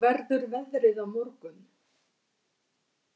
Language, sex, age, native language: Icelandic, female, 50-59, Icelandic